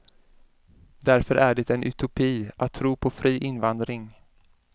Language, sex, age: Swedish, male, 33